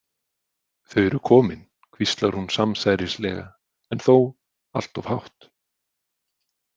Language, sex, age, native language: Icelandic, male, 20-29, Icelandic